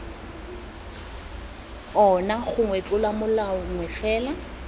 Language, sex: Tswana, female